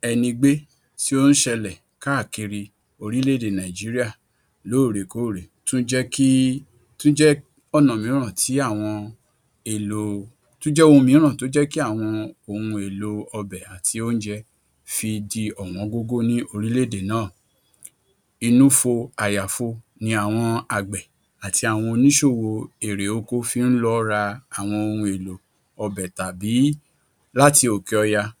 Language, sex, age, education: Yoruba, male, 46-60, tertiary